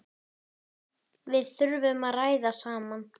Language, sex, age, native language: Icelandic, female, 10, Icelandic